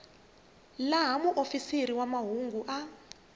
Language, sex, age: Tsonga, female, 21